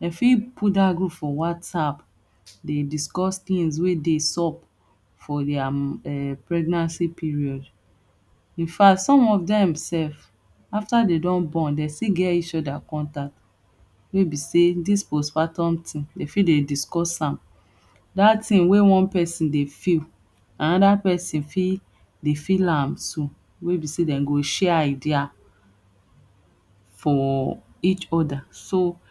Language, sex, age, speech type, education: Nigerian Pidgin, female, 30-45, spontaneous, tertiary